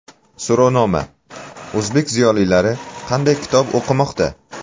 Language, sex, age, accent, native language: Uzbek, male, 18-24, Samarqand, Uzbek